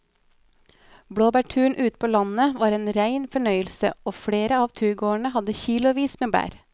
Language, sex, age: Norwegian, female, 24